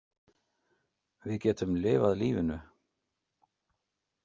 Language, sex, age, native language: Icelandic, male, 50-59, Icelandic